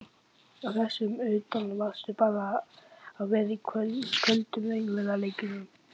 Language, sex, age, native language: Icelandic, male, 11, Icelandic